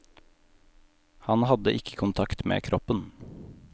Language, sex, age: Norwegian, male, 18